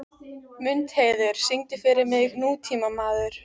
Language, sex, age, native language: Icelandic, female, 14, Icelandic